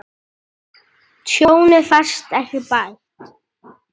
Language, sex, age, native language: Icelandic, female, 9, Icelandic